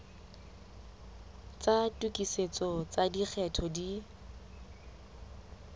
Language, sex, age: Southern Sotho, female, 20